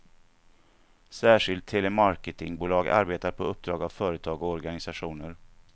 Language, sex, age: Swedish, male, 49